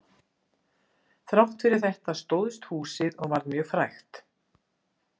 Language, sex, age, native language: Icelandic, female, 60-69, Icelandic